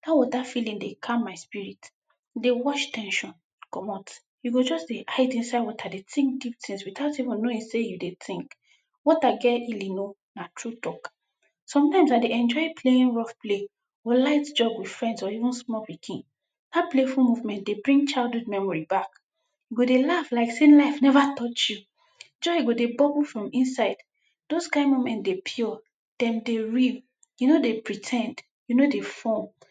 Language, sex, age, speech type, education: Nigerian Pidgin, female, 15-29, spontaneous, tertiary